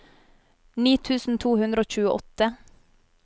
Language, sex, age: Norwegian, female, 30